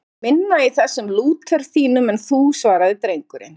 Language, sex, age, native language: Icelandic, female, 50-59, Icelandic